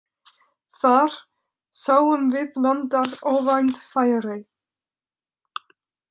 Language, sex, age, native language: Icelandic, female, 30-39, French